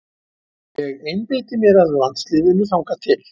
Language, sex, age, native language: Icelandic, male, 70-79, Icelandic